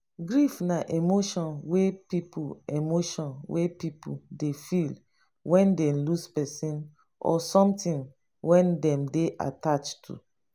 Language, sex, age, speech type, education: Nigerian Pidgin, female, 30-45, spontaneous, tertiary